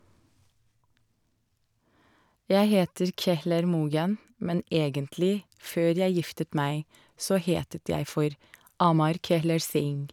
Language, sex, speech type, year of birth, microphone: Norwegian, female, spontaneous, 1984, Shure